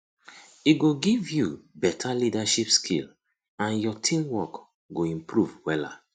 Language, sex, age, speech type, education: Nigerian Pidgin, male, 30-45, spontaneous, tertiary